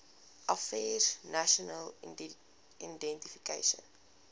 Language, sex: Afrikaans, female